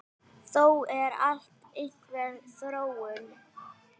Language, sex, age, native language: Icelandic, female, 9, Icelandic